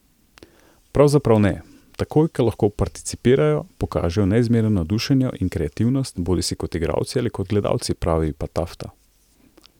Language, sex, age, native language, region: Slovenian, male, 30-49, Slovenian, Central Slovenia